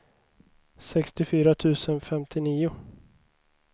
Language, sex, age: Swedish, male, 29